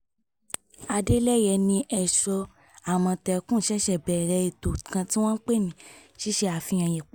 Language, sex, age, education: Yoruba, female, 15-29, tertiary